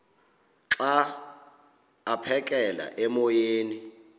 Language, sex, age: Xhosa, male, 26